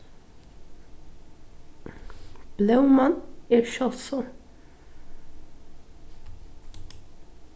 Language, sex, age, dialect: Faroese, female, 15-35, Norðuroyggjar